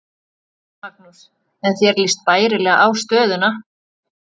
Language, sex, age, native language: Icelandic, female, 40-49, Icelandic